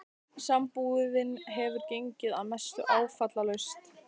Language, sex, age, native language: Icelandic, female, 14, Icelandic